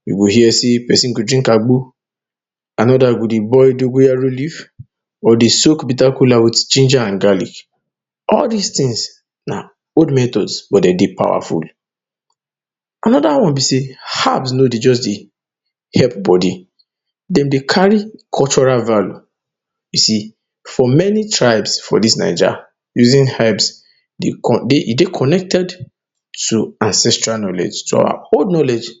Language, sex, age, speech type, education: Nigerian Pidgin, male, 30-45, spontaneous, tertiary